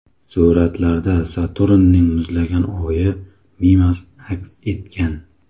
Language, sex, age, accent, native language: Uzbek, male, 18-24, Samarqand, Uzbek